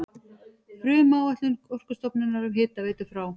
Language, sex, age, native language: Icelandic, female, 40-49, Icelandic